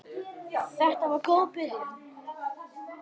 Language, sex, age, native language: Icelandic, female, 10, Icelandic